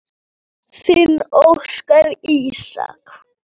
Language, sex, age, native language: Icelandic, female, 9, Polish